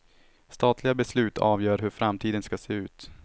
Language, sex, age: Swedish, male, 18